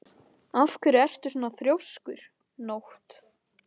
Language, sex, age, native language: Icelandic, male, 13, Icelandic